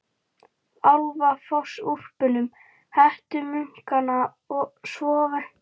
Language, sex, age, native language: Icelandic, female, 11, Icelandic